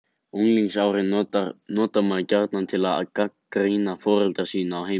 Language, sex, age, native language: Icelandic, male, 18-19, Icelandic